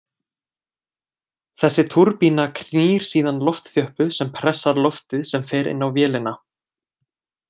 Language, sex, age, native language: Icelandic, male, 20-29, Icelandic